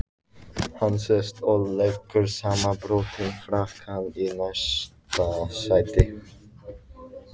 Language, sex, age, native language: Icelandic, female, 14, Icelandic